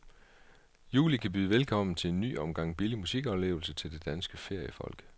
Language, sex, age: Danish, male, 38